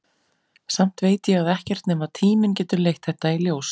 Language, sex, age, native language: Icelandic, female, 40-49, Icelandic